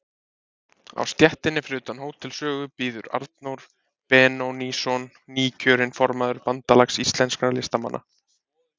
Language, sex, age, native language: Icelandic, male, 30-39, Icelandic